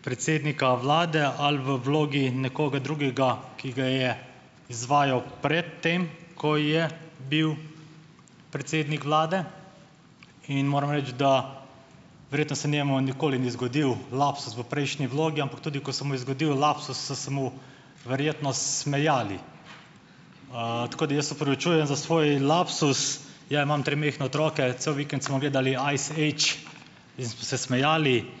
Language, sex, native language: Slovenian, male, Slovenian